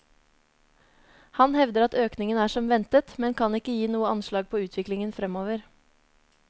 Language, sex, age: Norwegian, female, 30